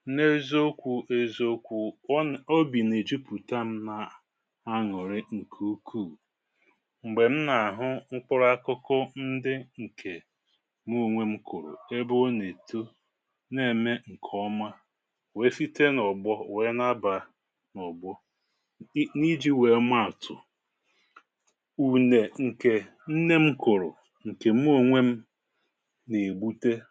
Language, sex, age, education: Igbo, male, 46-60, tertiary